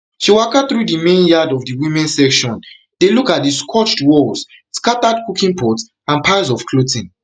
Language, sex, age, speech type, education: Nigerian Pidgin, male, 15-29, spontaneous, tertiary